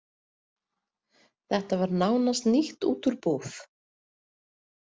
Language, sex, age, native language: Icelandic, female, 30-39, Icelandic